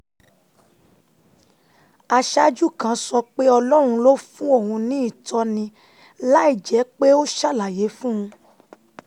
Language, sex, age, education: Yoruba, female, 15-29, tertiary